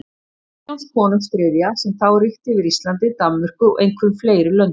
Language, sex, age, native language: Icelandic, female, 50-59, Icelandic